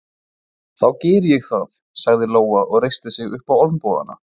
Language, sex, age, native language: Icelandic, male, 20-29, Icelandic